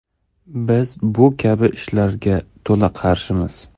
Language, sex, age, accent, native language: Uzbek, male, 25-34, Samarqand, Uzbek